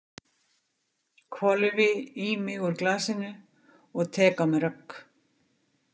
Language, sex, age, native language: Icelandic, female, 50-59, Icelandic